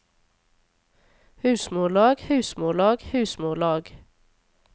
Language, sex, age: Norwegian, female, 26